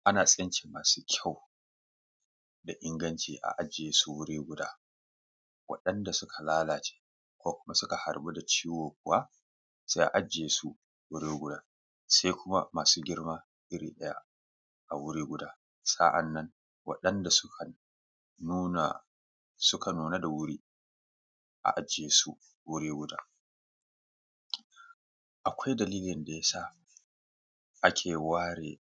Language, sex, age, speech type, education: Hausa, male, 30-45, spontaneous, tertiary